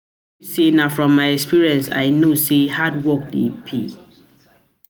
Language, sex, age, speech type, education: Nigerian Pidgin, female, 30-45, spontaneous, tertiary